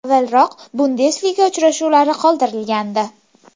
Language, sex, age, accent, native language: Uzbek, female, 18-24, Farg'ona, Uzbek